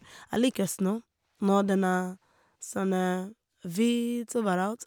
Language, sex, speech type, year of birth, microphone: Norwegian, female, spontaneous, 1988, Shure